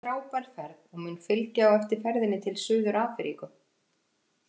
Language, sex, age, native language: Icelandic, female, 50-59, Icelandic